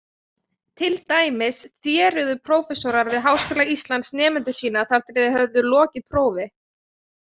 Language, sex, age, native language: Icelandic, female, 20-29, Icelandic